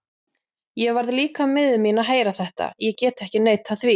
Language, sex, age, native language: Icelandic, female, 40-49, Icelandic